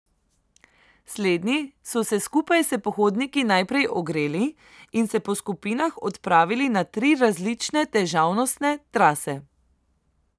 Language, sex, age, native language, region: Slovenian, female, 18-29, Slovenian, Central Slovenia